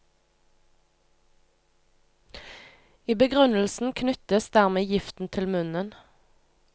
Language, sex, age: Norwegian, female, 25